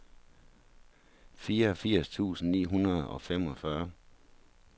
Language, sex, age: Danish, male, 43